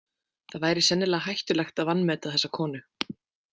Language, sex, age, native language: Icelandic, female, 20-29, Icelandic